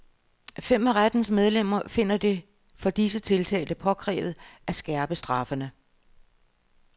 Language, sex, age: Danish, female, 60